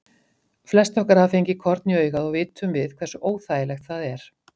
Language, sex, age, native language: Icelandic, female, 50-59, Icelandic